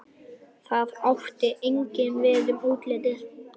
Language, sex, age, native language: Icelandic, male, 11, Icelandic